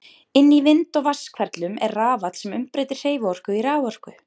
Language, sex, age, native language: Icelandic, female, 30-39, Icelandic